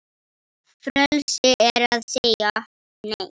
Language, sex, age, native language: Icelandic, female, 10, Icelandic